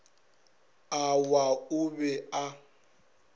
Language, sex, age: Northern Sotho, male, 22